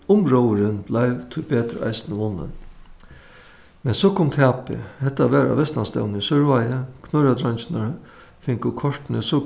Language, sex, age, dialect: Faroese, male, 61+, Suðuroy